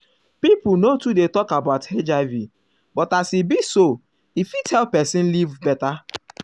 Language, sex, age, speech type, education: Nigerian Pidgin, male, 15-29, spontaneous, tertiary